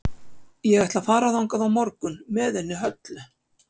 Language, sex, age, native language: Icelandic, female, 50-59, Icelandic